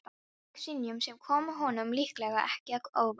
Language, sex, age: Icelandic, female, 13